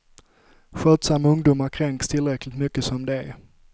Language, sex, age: Swedish, male, 25